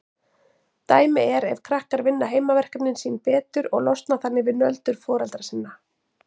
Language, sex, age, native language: Icelandic, female, 40-49, Icelandic